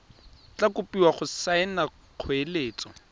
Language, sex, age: Tswana, male, 23